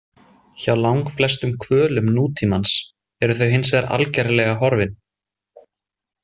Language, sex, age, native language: Icelandic, male, 20-29, Icelandic